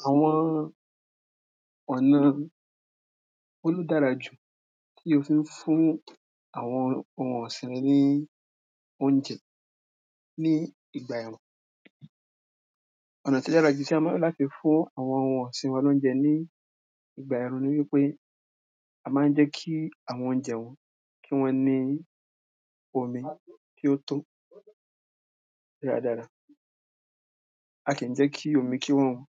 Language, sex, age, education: Yoruba, male, 15-29, primary